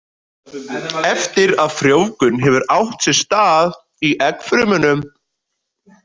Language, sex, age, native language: Icelandic, male, 20-29, Icelandic